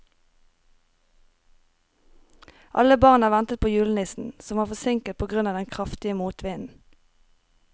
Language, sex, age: Norwegian, female, 23